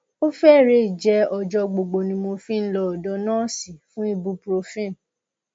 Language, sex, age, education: Yoruba, female, 15-29, tertiary